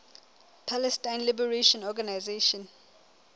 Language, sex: Southern Sotho, female